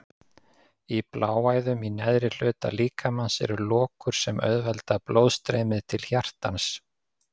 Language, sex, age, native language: Icelandic, male, 50-59, Icelandic